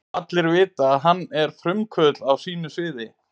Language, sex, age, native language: Icelandic, male, 30-39, Icelandic